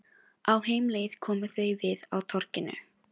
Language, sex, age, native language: Icelandic, female, 16, Filipino